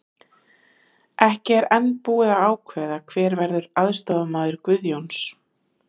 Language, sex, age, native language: Icelandic, female, 30-39, Icelandic